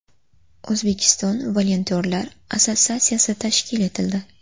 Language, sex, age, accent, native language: Uzbek, female, under 19, Farg'ona, Uzbek